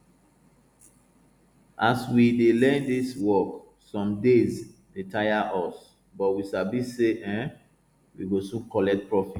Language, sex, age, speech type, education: Nigerian Pidgin, male, 30-45, spontaneous, tertiary